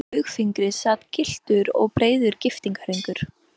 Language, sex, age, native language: Icelandic, female, 14, Icelandic